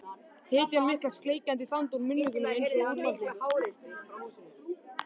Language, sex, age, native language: Icelandic, male, 13, Icelandic